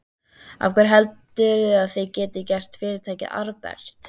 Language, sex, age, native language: Icelandic, female, 13, Icelandic